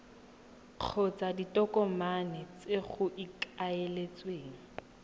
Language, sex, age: Tswana, female, 18